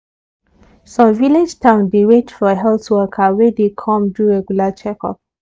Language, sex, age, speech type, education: Nigerian Pidgin, female, 15-29, spontaneous, tertiary